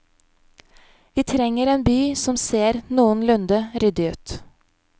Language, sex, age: Norwegian, female, 31